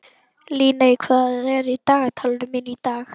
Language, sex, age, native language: Icelandic, female, 11, Icelandic